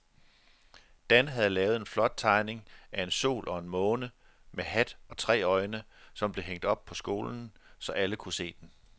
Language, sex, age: Danish, male, 42